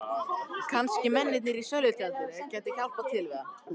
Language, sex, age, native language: Icelandic, male, 14, Icelandic